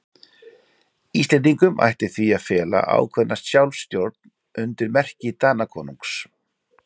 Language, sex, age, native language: Icelandic, male, 40-49, Icelandic